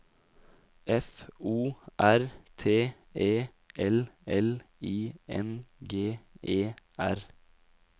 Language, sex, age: Norwegian, male, 20